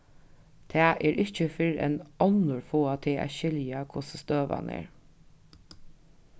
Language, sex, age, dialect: Faroese, female, 36-60, Norðuroyggjar